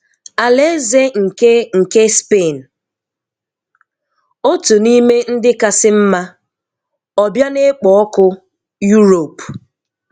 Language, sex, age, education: Igbo, female, 15-29, tertiary